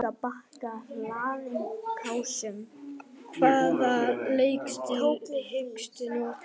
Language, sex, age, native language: Icelandic, male, 10, Icelandic